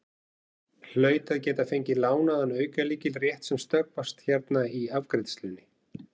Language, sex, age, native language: Icelandic, male, 40-49, Icelandic